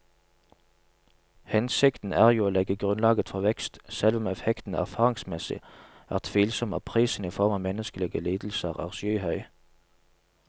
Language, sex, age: Norwegian, male, 27